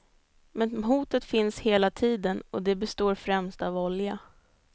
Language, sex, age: Swedish, female, 22